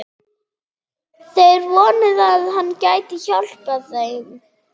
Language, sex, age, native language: Icelandic, female, 30-39, German